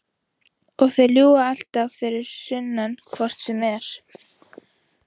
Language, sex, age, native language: Icelandic, female, 15, Icelandic